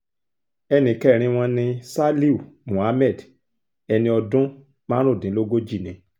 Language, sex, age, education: Yoruba, male, 46-60, tertiary